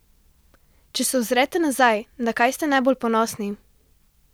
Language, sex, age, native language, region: Slovenian, female, 12-17, Slovenian, Central Slovenia